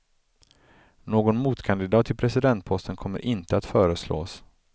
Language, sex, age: Swedish, male, 35